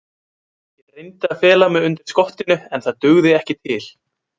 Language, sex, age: Icelandic, male, 20-29